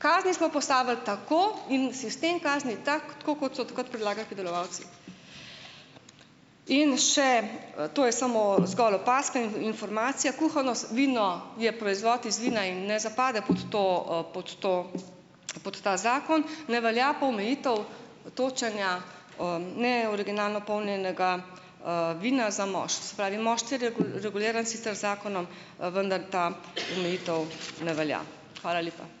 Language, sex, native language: Slovenian, female, Slovenian